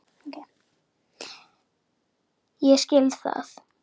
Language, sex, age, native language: Icelandic, female, 9, Icelandic